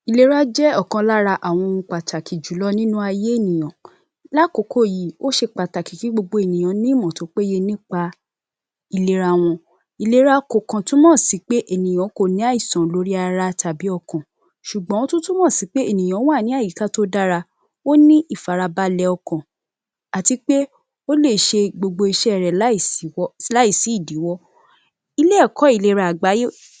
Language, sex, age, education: Yoruba, female, 15-29, tertiary